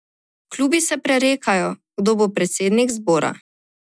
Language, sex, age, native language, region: Slovenian, female, 18-29, Slovenian, Drava region